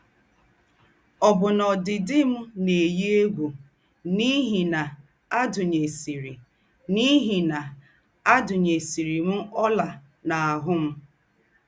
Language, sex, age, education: Igbo, female, 30-45, tertiary